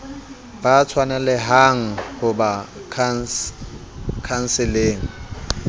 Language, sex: Southern Sotho, male